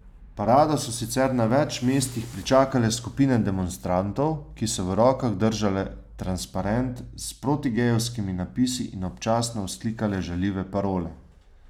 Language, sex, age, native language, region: Slovenian, male, 30-49, Slovenian, Savinja region